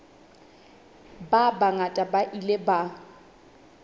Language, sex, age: Southern Sotho, female, 20